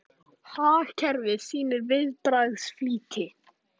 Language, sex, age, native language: Icelandic, male, 18-19, Icelandic